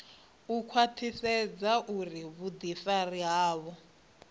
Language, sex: Venda, female